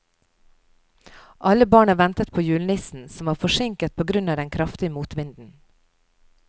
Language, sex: Norwegian, female